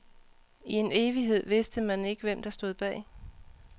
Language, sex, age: Danish, female, 39